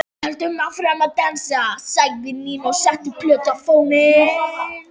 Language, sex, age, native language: Icelandic, male, 18-19, Icelandic